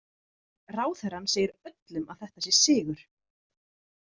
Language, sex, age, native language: Icelandic, female, 30-39, Icelandic